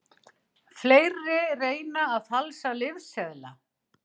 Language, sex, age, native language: Icelandic, female, 60-69, Icelandic